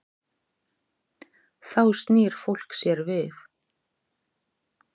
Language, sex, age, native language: Icelandic, female, 40-49, Icelandic